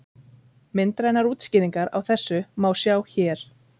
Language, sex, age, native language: Icelandic, female, 30-39, Icelandic